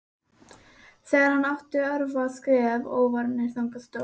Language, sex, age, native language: Icelandic, female, 11, Icelandic